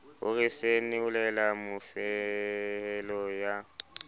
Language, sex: Southern Sotho, male